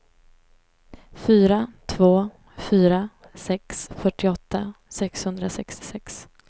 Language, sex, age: Swedish, female, 18